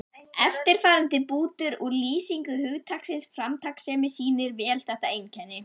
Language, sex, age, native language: Icelandic, female, 11, Icelandic